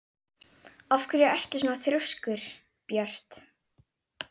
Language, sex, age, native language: Icelandic, female, 11, Icelandic